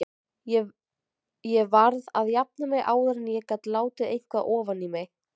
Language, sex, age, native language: Icelandic, female, 20-29, Icelandic